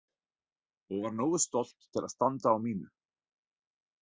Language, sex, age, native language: Icelandic, male, 30-39, Icelandic